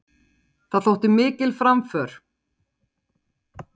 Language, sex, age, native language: Icelandic, female, 40-49, Icelandic